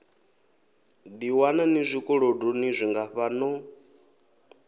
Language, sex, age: Venda, male, 23